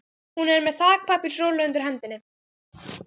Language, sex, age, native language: Icelandic, female, 12, Icelandic